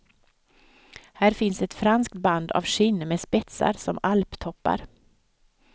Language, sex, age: Swedish, female, 55